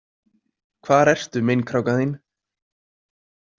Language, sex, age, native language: Icelandic, male, 20-29, Icelandic